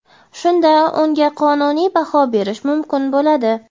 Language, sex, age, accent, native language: Uzbek, female, 18-24, Jizzax, Uzbek